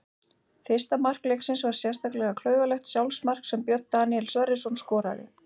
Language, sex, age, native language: Icelandic, female, 40-49, Icelandic